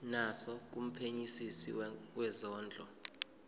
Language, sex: Zulu, male